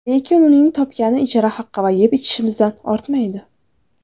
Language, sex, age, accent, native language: Uzbek, female, 19-29, Navoiy, Uzbek